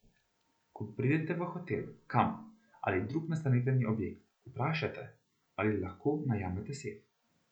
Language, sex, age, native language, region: Slovenian, male, 18-29, Slovenian, Central Slovenia